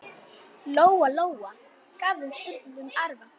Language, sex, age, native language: Icelandic, female, 9, Icelandic